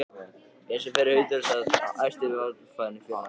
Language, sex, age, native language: Icelandic, male, 14, Icelandic